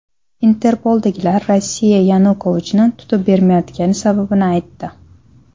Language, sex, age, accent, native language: Uzbek, female, 19-29, Namangan, Uzbek